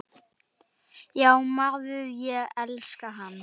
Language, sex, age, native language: Icelandic, male, 9, Icelandic